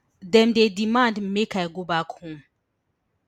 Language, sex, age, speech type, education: Nigerian Pidgin, female, 30-45, spontaneous, tertiary